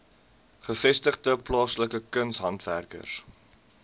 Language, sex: Afrikaans, male